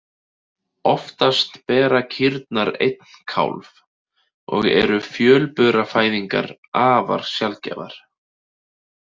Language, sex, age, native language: Icelandic, male, 30-39, Icelandic